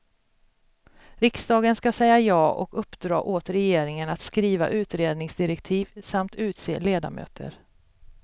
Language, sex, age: Swedish, female, 42